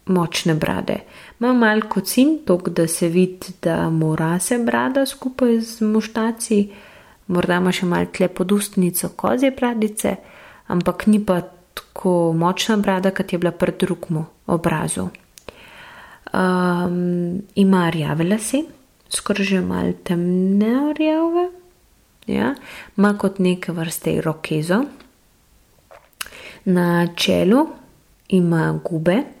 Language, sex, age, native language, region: Slovenian, female, 18-29, Slovenian, Gorenjska region